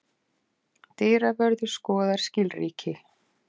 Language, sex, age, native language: Icelandic, female, 50-59, Icelandic